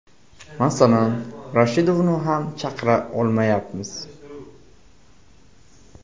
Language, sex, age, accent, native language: Uzbek, male, 18-24, Buxoro, Uzbek